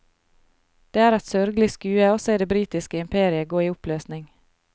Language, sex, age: Norwegian, female, 33